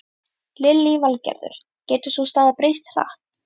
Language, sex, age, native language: Icelandic, female, 11, Icelandic